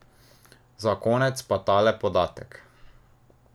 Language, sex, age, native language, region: Slovenian, male, 18-29, Slovenian, Drava region